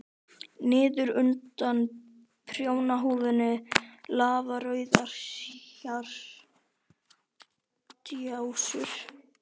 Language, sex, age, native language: Icelandic, male, 12, Icelandic